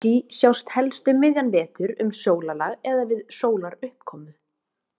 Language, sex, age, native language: Icelandic, female, 20-29, Icelandic